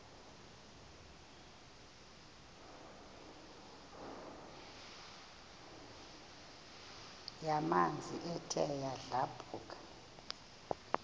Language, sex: Xhosa, female